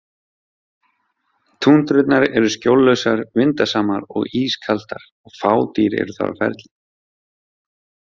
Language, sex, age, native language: Icelandic, male, 30-39, Icelandic